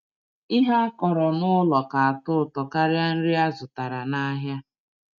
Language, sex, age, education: Igbo, female, 30-45, tertiary